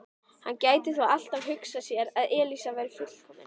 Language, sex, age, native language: Icelandic, female, 11, Icelandic